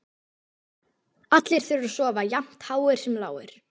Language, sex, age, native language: Icelandic, female, 12, Icelandic